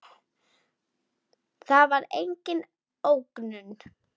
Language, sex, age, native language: Icelandic, female, 9, Icelandic